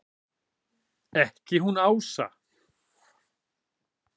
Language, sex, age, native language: Icelandic, male, 40-49, Icelandic